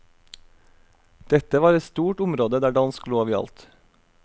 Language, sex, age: Norwegian, male, 32